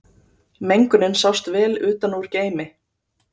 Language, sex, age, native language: Icelandic, female, 30-39, Icelandic